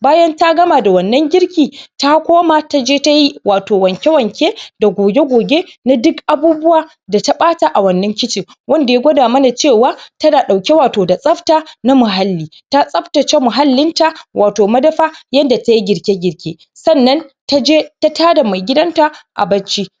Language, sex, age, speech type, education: Hausa, female, 30-45, spontaneous, primary